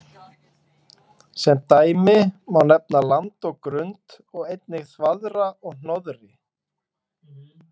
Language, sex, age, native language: Icelandic, male, 20-29, Icelandic